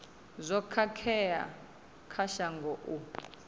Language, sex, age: Venda, female, 26